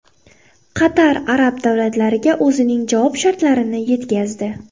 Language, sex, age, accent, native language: Uzbek, female, 18-24, Qoraqalpog'iston, Uzbek